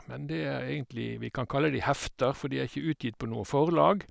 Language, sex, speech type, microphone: Norwegian, male, spontaneous, Sennheiser